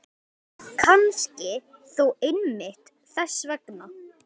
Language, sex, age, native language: Icelandic, female, 10, Icelandic